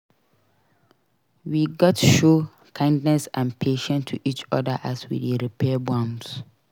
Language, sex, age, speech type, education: Nigerian Pidgin, female, 46-60, read, secondary